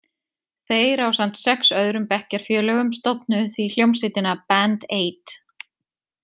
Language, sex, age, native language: Icelandic, female, 30-39, Icelandic